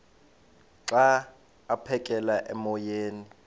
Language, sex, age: Xhosa, male, 33